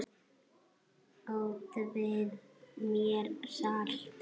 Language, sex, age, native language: Icelandic, male, 9, Icelandic